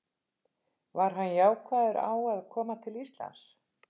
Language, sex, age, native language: Icelandic, female, 50-59, Icelandic